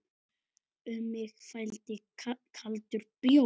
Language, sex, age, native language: Icelandic, male, 8, Icelandic